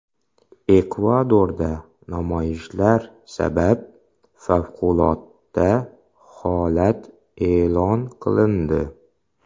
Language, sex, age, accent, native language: Uzbek, male, 25-34, Xorazm, Uzbek